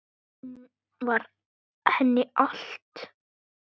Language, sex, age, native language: Icelandic, male, 9, Icelandic